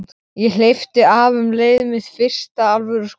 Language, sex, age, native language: Icelandic, male, 13, Icelandic